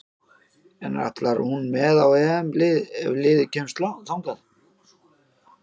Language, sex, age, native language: Icelandic, male, 50-59, Icelandic